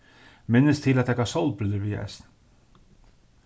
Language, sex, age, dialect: Faroese, male, 36-60, Suðurstreymoy